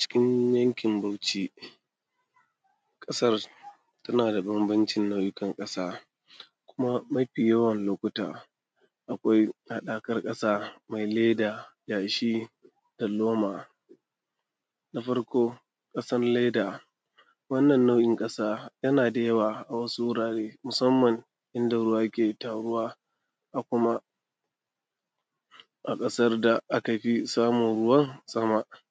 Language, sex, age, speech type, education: Hausa, male, 30-45, spontaneous, tertiary